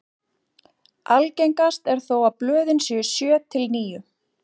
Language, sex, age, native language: Icelandic, female, 40-49, Icelandic